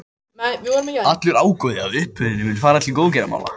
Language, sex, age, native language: Icelandic, male, 18-19, Icelandic